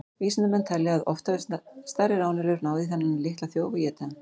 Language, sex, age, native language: Icelandic, female, 40-49, Icelandic